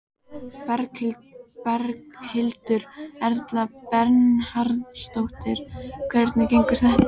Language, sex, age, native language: Icelandic, female, 12, Icelandic